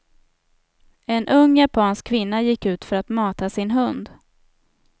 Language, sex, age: Swedish, female, 27